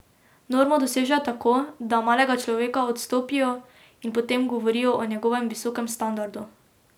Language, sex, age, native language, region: Slovenian, female, 18-29, Slovenian, Drava region